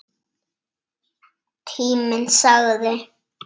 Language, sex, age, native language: Icelandic, female, 7, Icelandic